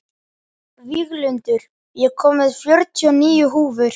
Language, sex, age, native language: Icelandic, male, 11, Icelandic